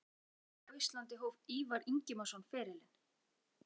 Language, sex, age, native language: Icelandic, female, 40-49, Icelandic